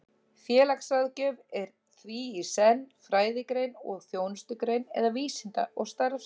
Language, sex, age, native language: Icelandic, female, 30-39, Icelandic